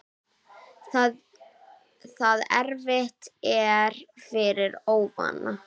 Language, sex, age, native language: Icelandic, female, 9, Icelandic